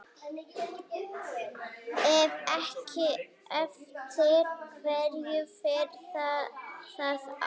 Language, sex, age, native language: Icelandic, female, 18-19, Icelandic